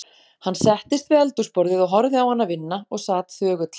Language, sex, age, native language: Icelandic, female, 40-49, Icelandic